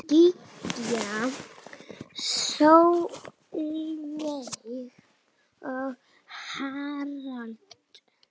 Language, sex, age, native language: Icelandic, female, 7, Icelandic